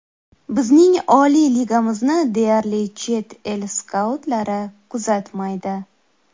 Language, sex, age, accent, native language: Uzbek, female, 19-29, Toshkent shahri, Uzbek